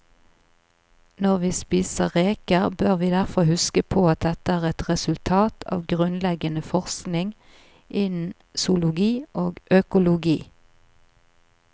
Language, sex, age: Norwegian, female, 38